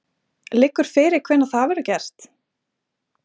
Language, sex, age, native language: Icelandic, female, 20-29, Icelandic